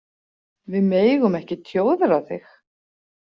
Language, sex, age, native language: Icelandic, female, 40-49, Icelandic